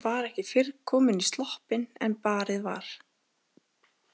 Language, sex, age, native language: Icelandic, female, 30-39, Icelandic